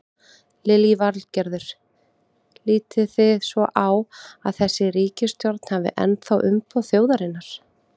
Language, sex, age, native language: Icelandic, female, 30-39, Icelandic